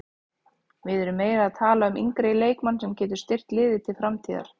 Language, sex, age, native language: Icelandic, female, 30-39, Icelandic